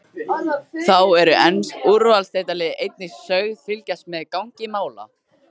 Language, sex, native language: Icelandic, other, Icelandic